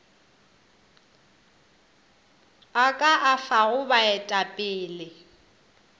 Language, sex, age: Northern Sotho, female, 27